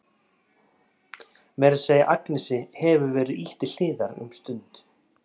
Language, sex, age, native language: Icelandic, male, 30-39, Icelandic